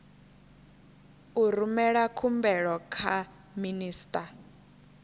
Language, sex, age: Venda, female, 21